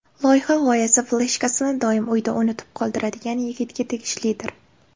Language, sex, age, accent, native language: Uzbek, female, 18-24, Namangan, Uzbek